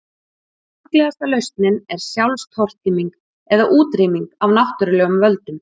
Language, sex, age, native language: Icelandic, female, 40-49, Icelandic